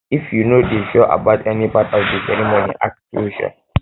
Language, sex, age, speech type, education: Nigerian Pidgin, male, 15-29, spontaneous, tertiary